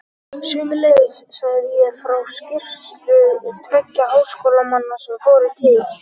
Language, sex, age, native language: Icelandic, male, 12, Icelandic